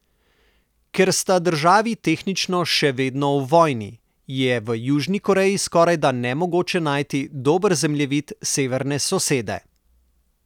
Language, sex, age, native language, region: Slovenian, male, 30-49, Slovenian, Southeast Slovenia